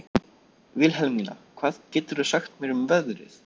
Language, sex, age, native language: Icelandic, male, 13, Icelandic